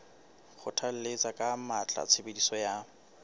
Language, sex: Southern Sotho, male